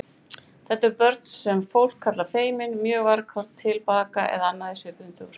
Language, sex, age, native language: Icelandic, female, 18-19, Icelandic